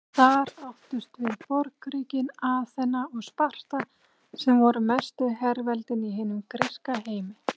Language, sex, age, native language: Icelandic, female, 30-39, Icelandic